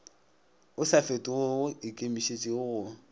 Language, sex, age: Northern Sotho, male, 26